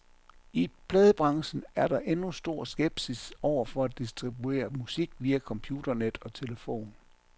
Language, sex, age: Danish, male, 57